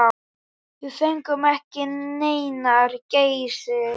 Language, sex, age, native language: Icelandic, male, 10, Icelandic